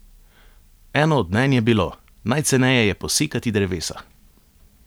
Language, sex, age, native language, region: Slovenian, male, 30-49, Slovenian, Savinja region